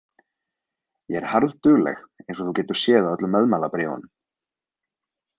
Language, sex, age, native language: Icelandic, male, 20-29, Icelandic